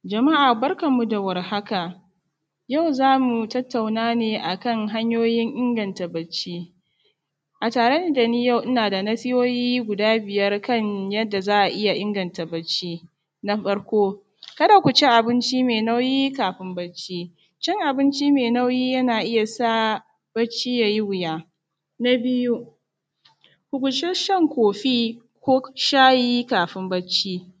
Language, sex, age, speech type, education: Hausa, female, 30-45, spontaneous, tertiary